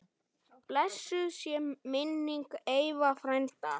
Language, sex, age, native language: Icelandic, male, 9, Icelandic